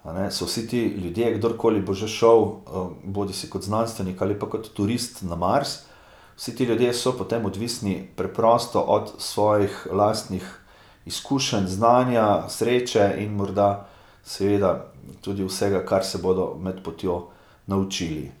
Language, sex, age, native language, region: Slovenian, male, 50-59, Slovenian, Gorica region